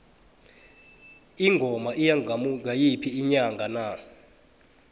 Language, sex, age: South Ndebele, male, 23